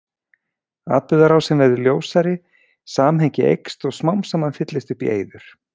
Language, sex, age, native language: Icelandic, male, 40-49, Icelandic